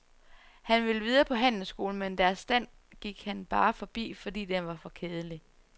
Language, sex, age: Danish, female, 34